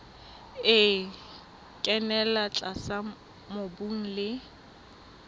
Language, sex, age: Southern Sotho, female, 21